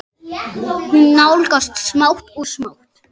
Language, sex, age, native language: Icelandic, male, 8, Icelandic